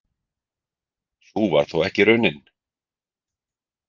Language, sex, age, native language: Icelandic, male, 40-49, Icelandic